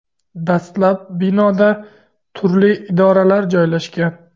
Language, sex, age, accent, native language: Uzbek, male, 18-24, Surxondaryo, Uzbek